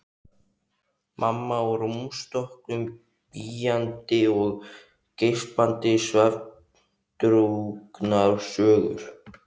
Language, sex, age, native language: Icelandic, male, 15, Icelandic